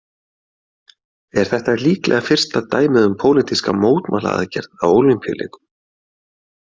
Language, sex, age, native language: Icelandic, male, 40-49, Icelandic